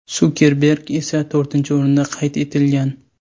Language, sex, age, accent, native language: Uzbek, male, 18-24, Sirdaryo, Uzbek